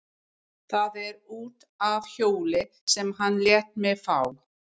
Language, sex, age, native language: Icelandic, female, 50-59, English